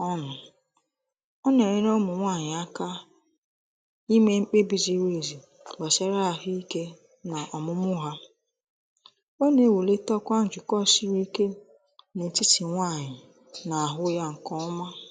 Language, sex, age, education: Igbo, female, 15-29, tertiary